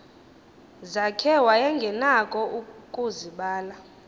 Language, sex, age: Xhosa, female, 22